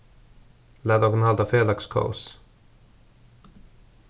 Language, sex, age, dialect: Faroese, male, 36-60, Suðurstreymoy